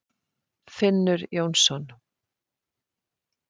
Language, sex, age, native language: Icelandic, female, 50-59, Icelandic